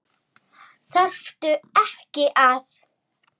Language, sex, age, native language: Icelandic, female, 9, Icelandic